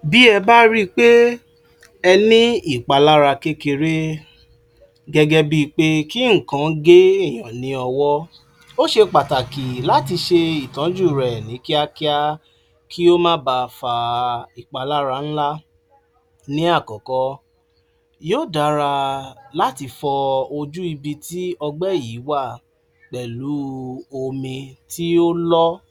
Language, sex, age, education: Yoruba, male, 46-60, tertiary